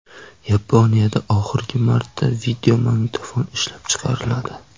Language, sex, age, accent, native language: Uzbek, male, 18-24, Qashqadaryo, Uzbek